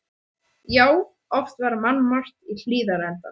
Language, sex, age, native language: Icelandic, male, 13, Icelandic